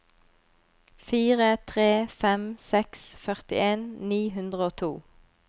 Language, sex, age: Norwegian, female, 25